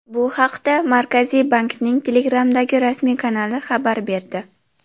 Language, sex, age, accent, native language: Uzbek, female, under 19, Jizzax, Uzbek